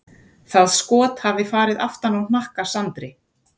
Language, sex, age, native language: Icelandic, female, 40-49, Icelandic